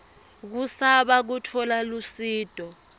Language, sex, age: Swati, female, 22